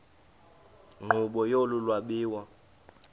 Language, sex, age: Xhosa, male, 33